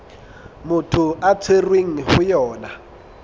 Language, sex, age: Southern Sotho, male, 22